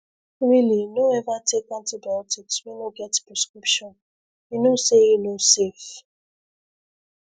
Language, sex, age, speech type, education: Nigerian Pidgin, female, 15-29, spontaneous, secondary